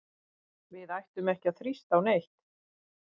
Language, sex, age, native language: Icelandic, female, 50-59, Icelandic